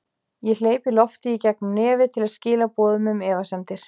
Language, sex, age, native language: Icelandic, female, 40-49, Icelandic